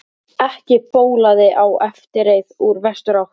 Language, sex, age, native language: Icelandic, male, 13, Icelandic